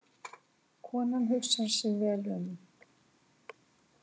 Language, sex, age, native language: Icelandic, female, 60-69, Icelandic